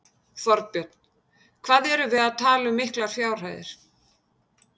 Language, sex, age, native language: Icelandic, female, 50-59, Icelandic